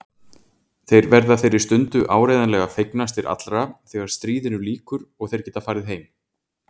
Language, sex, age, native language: Icelandic, male, 40-49, Icelandic